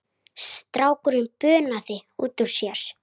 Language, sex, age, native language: Icelandic, female, 9, Icelandic